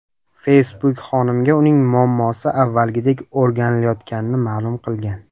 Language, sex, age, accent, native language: Uzbek, male, under 19, Farg'ona, Uzbek